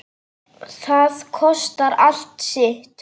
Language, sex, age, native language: Icelandic, female, 8, Icelandic